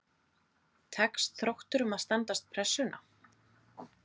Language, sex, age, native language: Icelandic, female, 30-39, Icelandic